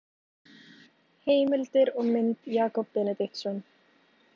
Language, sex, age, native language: Icelandic, female, 18-19, Icelandic